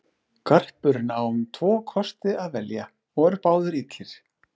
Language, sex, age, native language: Icelandic, male, 40-49, Icelandic